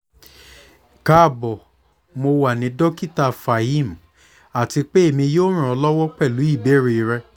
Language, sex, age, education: Yoruba, male, 15-29, tertiary